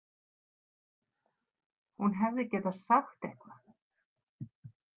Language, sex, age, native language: Icelandic, female, 50-59, Icelandic